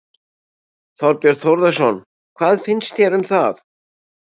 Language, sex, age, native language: Icelandic, male, 60-69, Icelandic